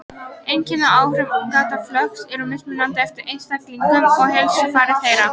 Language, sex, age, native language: Icelandic, female, 18-19, Icelandic